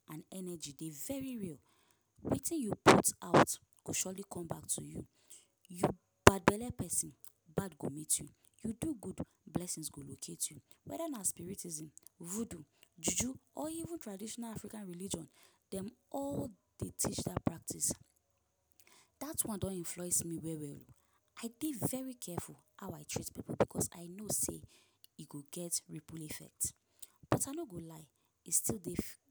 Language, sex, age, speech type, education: Nigerian Pidgin, female, 15-29, spontaneous, tertiary